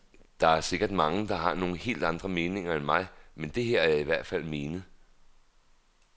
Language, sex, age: Danish, male, 39